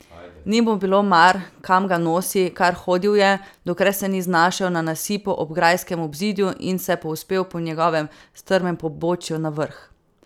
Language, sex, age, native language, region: Slovenian, female, 18-29, Slovenian, Savinja region